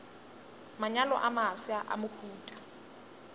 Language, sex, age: Northern Sotho, female, 20